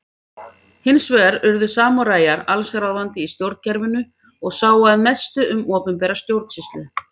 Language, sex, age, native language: Icelandic, female, 50-59, Icelandic